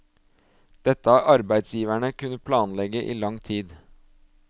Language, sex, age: Norwegian, male, 24